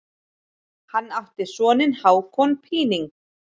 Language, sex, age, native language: Icelandic, male, 7, Icelandic